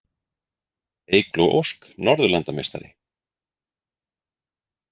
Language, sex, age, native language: Icelandic, male, 40-49, Icelandic